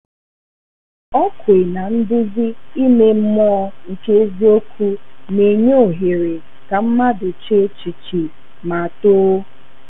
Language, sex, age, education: Igbo, female, 15-29, tertiary